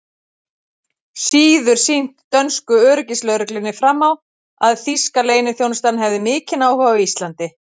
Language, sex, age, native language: Icelandic, female, 40-49, Icelandic